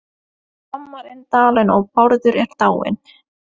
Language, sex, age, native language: Icelandic, female, 20-29, Norwegian